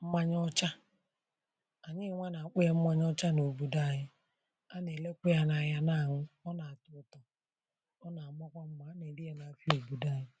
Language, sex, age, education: Igbo, male, 30-45, tertiary